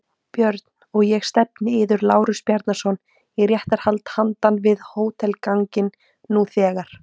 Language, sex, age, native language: Icelandic, female, 18-19, Icelandic